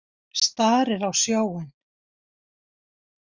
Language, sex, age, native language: Icelandic, female, 60-69, Icelandic